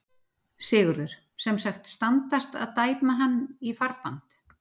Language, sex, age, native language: Icelandic, female, 40-49, Icelandic